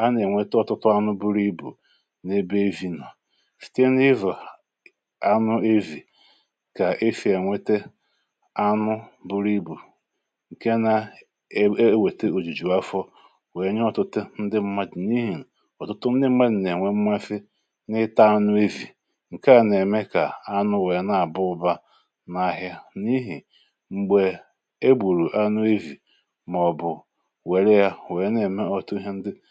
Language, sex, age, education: Igbo, male, 30-45, tertiary